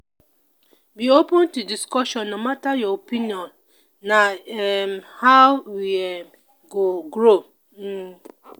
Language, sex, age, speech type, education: Nigerian Pidgin, female, 30-45, spontaneous, tertiary